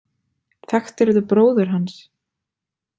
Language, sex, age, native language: Icelandic, female, 20-29, Icelandic